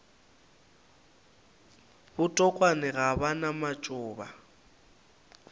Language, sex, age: Northern Sotho, male, 19